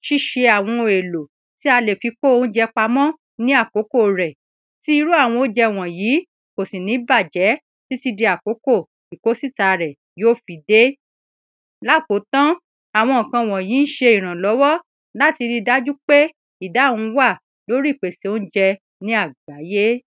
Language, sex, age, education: Yoruba, female, 30-45, secondary